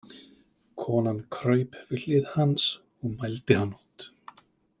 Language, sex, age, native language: Icelandic, male, 30-39, Icelandic